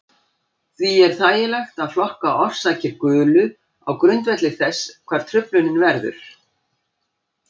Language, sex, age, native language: Icelandic, female, 60-69, Icelandic